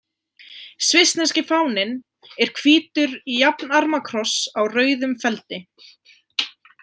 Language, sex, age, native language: Icelandic, female, 20-29, Icelandic